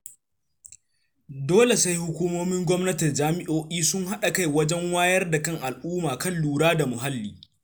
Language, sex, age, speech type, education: Hausa, male, 15-29, read, secondary